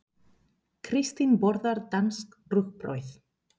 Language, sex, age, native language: Icelandic, female, 30-39, Spanish